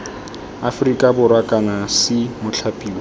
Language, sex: Tswana, male